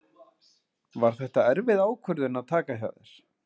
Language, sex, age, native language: Icelandic, male, 30-39, Icelandic